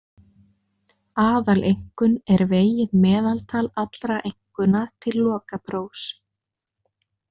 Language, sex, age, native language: Icelandic, female, 20-29, Icelandic